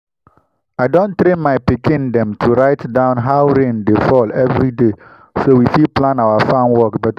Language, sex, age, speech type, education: Nigerian Pidgin, male, 15-29, spontaneous, tertiary